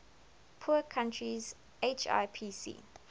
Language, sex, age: English, female, 21